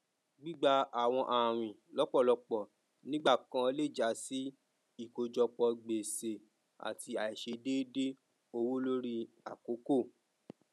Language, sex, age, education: Yoruba, male, 30-45, tertiary